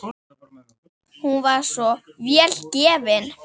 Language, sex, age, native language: Icelandic, female, 10, Icelandic